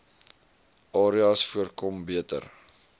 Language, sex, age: Afrikaans, male, 20